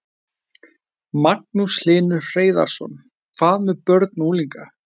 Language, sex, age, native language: Icelandic, male, 20-29, Icelandic